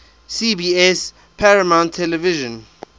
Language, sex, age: English, male, 23